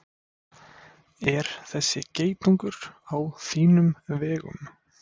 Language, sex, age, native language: Icelandic, male, 20-29, Icelandic